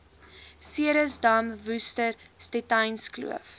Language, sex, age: Afrikaans, female, 18